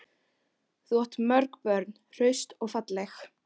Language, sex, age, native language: Icelandic, female, 12, Icelandic